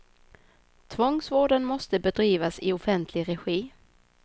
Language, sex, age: Swedish, female, 26